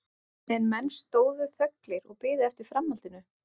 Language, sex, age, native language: Icelandic, male, 12, Icelandic